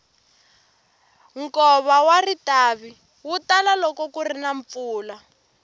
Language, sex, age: Tsonga, female, 18